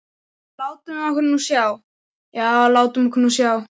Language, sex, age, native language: Icelandic, male, 12, Icelandic